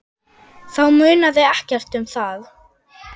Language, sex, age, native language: Icelandic, female, 10, Icelandic